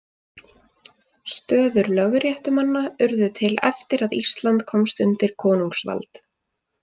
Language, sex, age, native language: Icelandic, female, 20-29, Icelandic